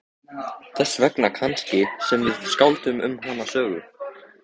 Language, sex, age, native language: Icelandic, male, 14, Icelandic